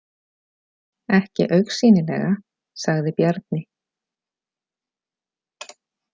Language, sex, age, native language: Icelandic, female, 40-49, Icelandic